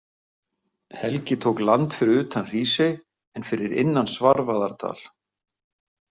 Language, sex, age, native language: Icelandic, male, 50-59, Icelandic